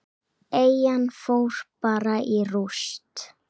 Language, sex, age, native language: Icelandic, male, 7, Icelandic